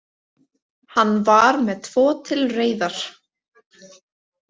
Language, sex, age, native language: Icelandic, female, 18-19, Icelandic